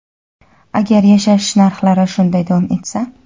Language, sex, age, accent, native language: Uzbek, female, 19-29, Toshkent viloyati, Uzbek